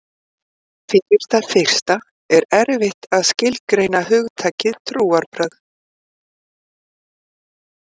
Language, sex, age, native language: Icelandic, female, 50-59, Icelandic